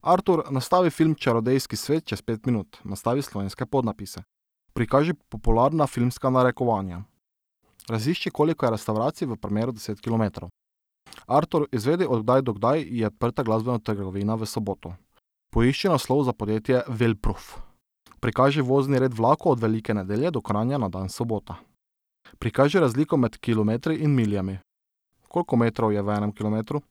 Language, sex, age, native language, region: Slovenian, male, 18-29, Slovenian, Drava region